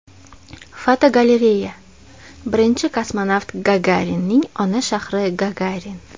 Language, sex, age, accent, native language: Uzbek, female, 25-34, Toshkent viloyati, Uzbek